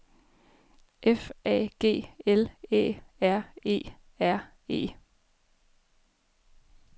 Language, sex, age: Danish, female, 33